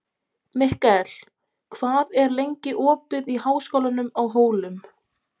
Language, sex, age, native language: Icelandic, female, 20-29, Polish